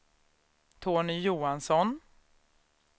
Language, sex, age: Swedish, female, 36